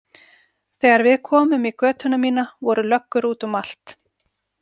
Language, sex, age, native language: Icelandic, female, 40-49, Icelandic